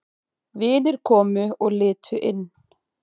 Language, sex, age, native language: Icelandic, female, 20-29, Icelandic